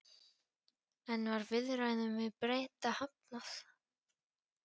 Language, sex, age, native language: Icelandic, female, 14, Polish